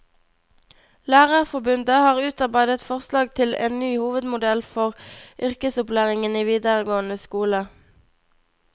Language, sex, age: Norwegian, female, 21